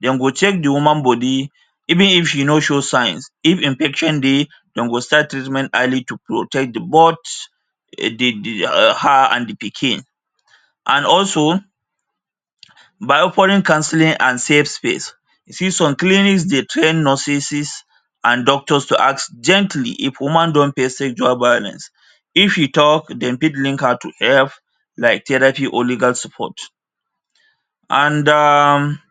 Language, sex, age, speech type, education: Nigerian Pidgin, male, 30-45, spontaneous, tertiary